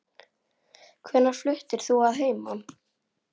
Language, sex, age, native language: Icelandic, female, 9, Icelandic